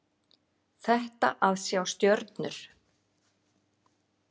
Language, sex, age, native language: Icelandic, female, 40-49, Icelandic